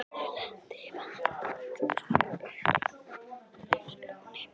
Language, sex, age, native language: Icelandic, female, 11, Icelandic